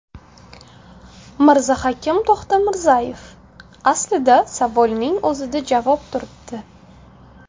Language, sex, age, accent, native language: Uzbek, female, 19-29, Toshkent shahri, Uzbek